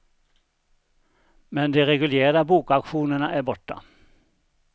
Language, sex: Swedish, male